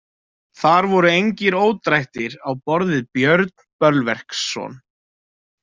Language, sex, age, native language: Icelandic, male, 20-29, Icelandic